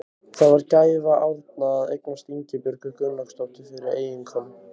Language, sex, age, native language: Icelandic, other, 15, Icelandic